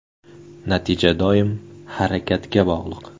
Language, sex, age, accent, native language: Uzbek, male, 19-29, Samarqand, Uzbek